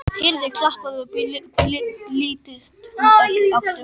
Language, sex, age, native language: Icelandic, female, 11, Icelandic